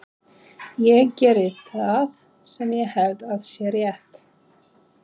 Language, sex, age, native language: Icelandic, female, 30-39, Polish